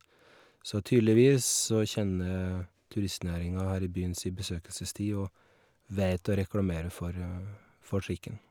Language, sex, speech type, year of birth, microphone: Norwegian, male, spontaneous, 1981, Shure